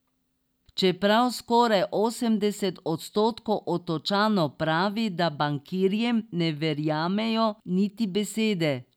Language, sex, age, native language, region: Slovenian, female, 60+, Slovenian, Drava region